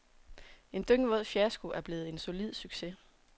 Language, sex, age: Danish, female, 27